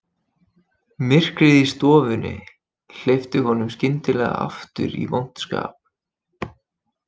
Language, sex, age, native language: Icelandic, male, 20-29, Icelandic